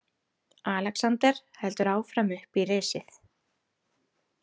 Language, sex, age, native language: Icelandic, female, 30-39, Icelandic